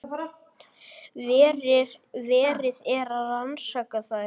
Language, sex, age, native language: Icelandic, female, 20-29, Icelandic